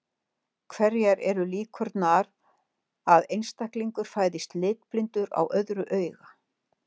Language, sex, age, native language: Icelandic, female, 60-69, Icelandic